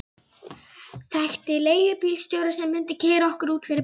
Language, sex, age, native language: Icelandic, female, 11, Icelandic